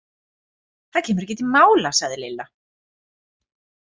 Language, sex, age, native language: Icelandic, female, 40-49, Icelandic